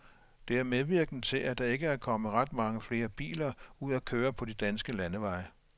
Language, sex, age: Danish, male, 57